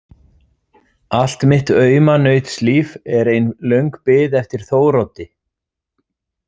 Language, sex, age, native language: Icelandic, male, 40-49, Icelandic